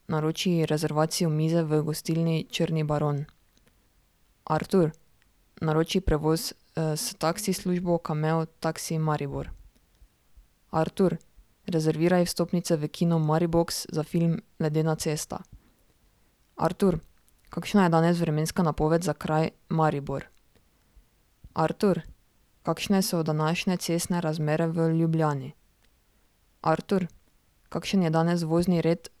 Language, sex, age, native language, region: Slovenian, female, 18-29, Slovenian, Drava region